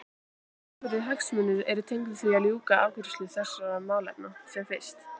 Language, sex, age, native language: Icelandic, female, 18-19, Icelandic